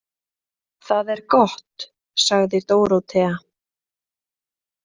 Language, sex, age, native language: Icelandic, female, 30-39, Icelandic